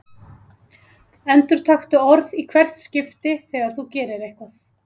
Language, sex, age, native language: Icelandic, female, 30-39, Icelandic